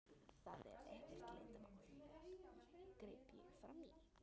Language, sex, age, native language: Icelandic, female, 13, Icelandic